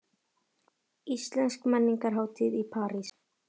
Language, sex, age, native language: Icelandic, female, 18-19, Icelandic